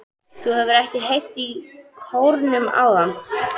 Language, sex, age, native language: Icelandic, female, 13, Icelandic